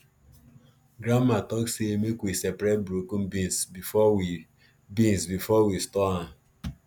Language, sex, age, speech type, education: Nigerian Pidgin, male, 15-29, spontaneous, tertiary